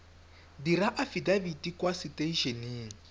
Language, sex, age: Tswana, male, 21